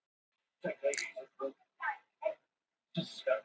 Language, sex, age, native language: Icelandic, female, 18-19, Icelandic